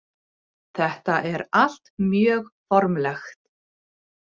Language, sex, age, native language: Icelandic, female, 40-49, Icelandic